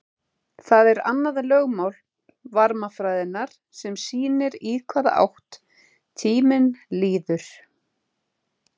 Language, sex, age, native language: Icelandic, female, 30-39, Icelandic